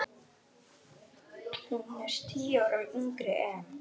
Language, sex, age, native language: Icelandic, male, 11, Icelandic